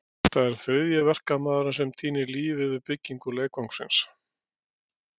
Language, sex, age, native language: Icelandic, male, 60-69, Icelandic